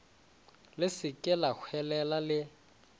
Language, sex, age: Northern Sotho, male, 20